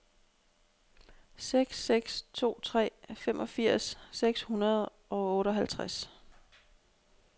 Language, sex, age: Danish, female, 32